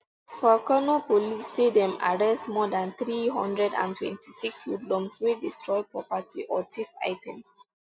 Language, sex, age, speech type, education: Nigerian Pidgin, female, 15-29, spontaneous, secondary